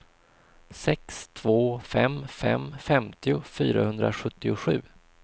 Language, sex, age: Swedish, male, 26